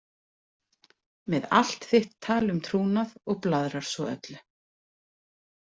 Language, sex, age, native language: Icelandic, female, 40-49, Icelandic